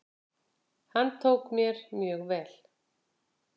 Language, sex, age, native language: Icelandic, female, 50-59, Icelandic